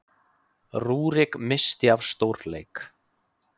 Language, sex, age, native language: Icelandic, male, 20-29, Icelandic